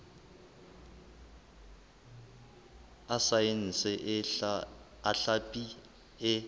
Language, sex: Southern Sotho, male